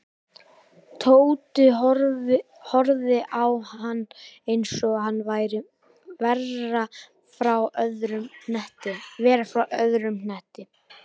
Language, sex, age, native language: Icelandic, male, 18-19, Icelandic